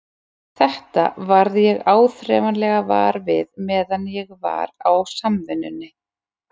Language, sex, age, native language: Icelandic, female, 40-49, Icelandic